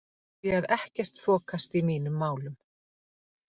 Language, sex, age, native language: Icelandic, female, 50-59, Icelandic